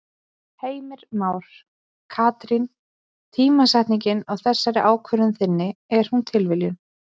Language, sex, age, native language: Icelandic, female, 20-29, Icelandic